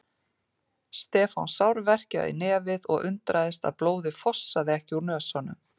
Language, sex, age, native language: Icelandic, female, 40-49, Icelandic